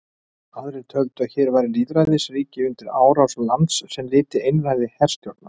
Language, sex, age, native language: Icelandic, male, 30-39, Icelandic